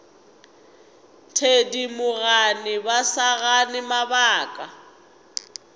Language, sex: Northern Sotho, female